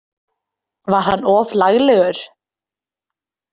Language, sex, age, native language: Icelandic, female, 20-29, Icelandic